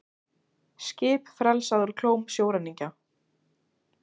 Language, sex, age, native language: Icelandic, female, 16, Icelandic